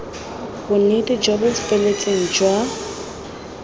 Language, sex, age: Tswana, female, 20